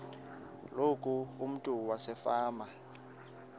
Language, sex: Xhosa, male